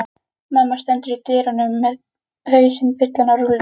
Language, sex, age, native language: Icelandic, female, 11, Icelandic